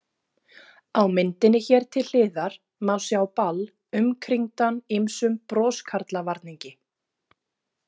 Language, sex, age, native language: Icelandic, female, 30-39, Icelandic